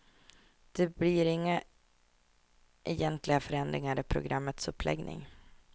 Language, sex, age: Swedish, female, 24